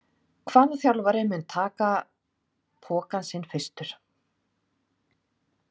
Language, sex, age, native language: Icelandic, female, 40-49, Icelandic